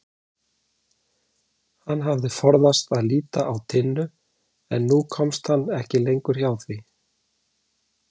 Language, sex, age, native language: Icelandic, male, 40-49, Icelandic